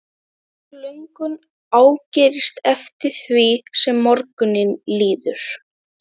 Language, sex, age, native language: Icelandic, female, 12, Icelandic